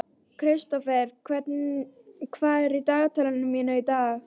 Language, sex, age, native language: Icelandic, female, 12, Icelandic